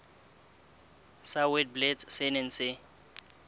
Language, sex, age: Southern Sotho, male, 21